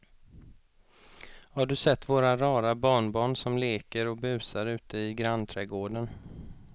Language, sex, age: Swedish, male, 31